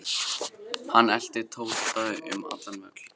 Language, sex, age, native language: Icelandic, male, 14, Icelandic